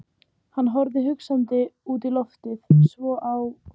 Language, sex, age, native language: Icelandic, female, 18-19, Icelandic